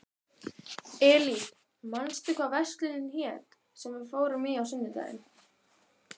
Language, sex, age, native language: Icelandic, female, 12, Icelandic